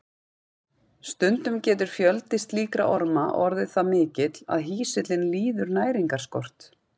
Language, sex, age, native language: Icelandic, female, 40-49, Icelandic